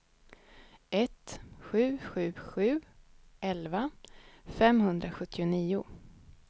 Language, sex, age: Swedish, female, 31